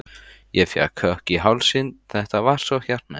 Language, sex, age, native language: Icelandic, male, 14, Icelandic